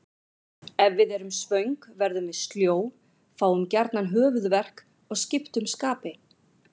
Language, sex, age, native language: Icelandic, female, 40-49, Icelandic